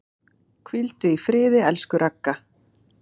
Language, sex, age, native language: Icelandic, female, 8, Icelandic